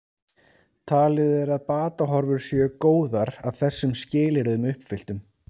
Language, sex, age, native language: Icelandic, male, 30-39, Icelandic